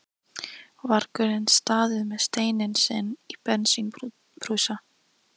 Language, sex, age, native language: Icelandic, female, 13, Icelandic